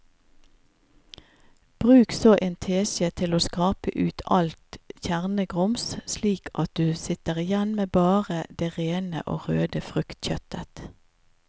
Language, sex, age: Norwegian, female, 50